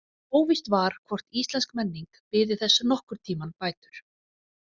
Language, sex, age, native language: Icelandic, female, 40-49, Icelandic